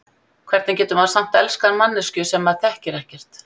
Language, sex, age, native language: Icelandic, female, 50-59, Icelandic